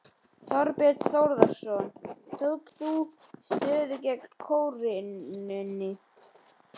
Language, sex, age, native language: Icelandic, male, 11, Icelandic